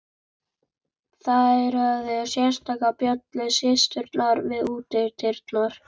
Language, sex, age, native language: Icelandic, male, 11, Icelandic